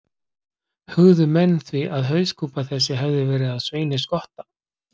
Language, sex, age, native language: Icelandic, male, 40-49, Icelandic